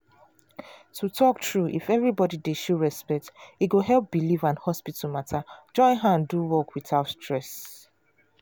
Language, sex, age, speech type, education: Nigerian Pidgin, female, 30-45, spontaneous, tertiary